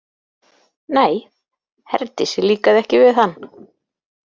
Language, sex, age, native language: Icelandic, female, 40-49, Icelandic